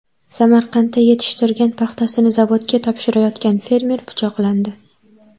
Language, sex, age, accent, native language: Uzbek, female, 12-17, Toshkent viloyati, Uzbek